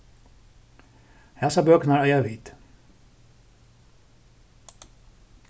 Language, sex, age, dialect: Faroese, male, 36-60, Suðurstreymoy